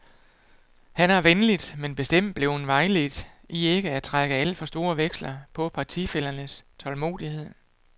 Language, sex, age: Danish, male, 48